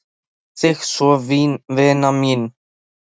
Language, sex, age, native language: Icelandic, male, 13, Icelandic